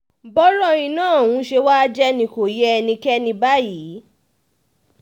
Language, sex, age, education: Yoruba, female, 15-29, tertiary